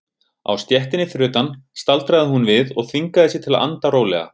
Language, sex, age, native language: Icelandic, male, 30-39, Icelandic